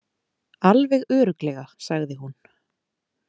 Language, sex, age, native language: Icelandic, female, 30-39, Icelandic